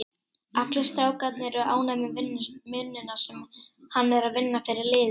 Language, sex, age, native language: Icelandic, female, 18-19, Icelandic